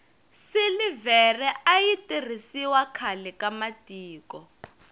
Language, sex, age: Tsonga, female, 22